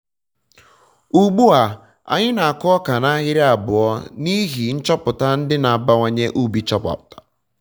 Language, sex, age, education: Igbo, male, 15-29, tertiary